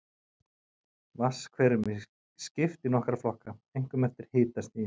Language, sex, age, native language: Icelandic, male, 40-49, Icelandic